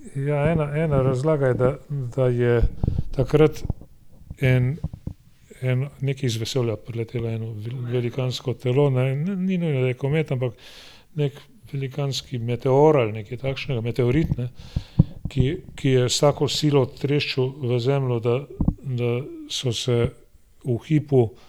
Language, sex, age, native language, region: Slovenian, male, 60+, Slovenian, Gorenjska region